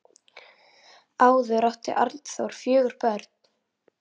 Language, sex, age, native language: Icelandic, female, 9, Icelandic